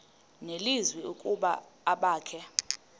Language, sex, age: Xhosa, female, 31